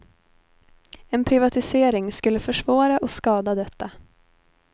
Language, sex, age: Swedish, female, 19